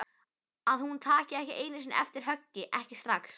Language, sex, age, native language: Icelandic, male, 11, Icelandic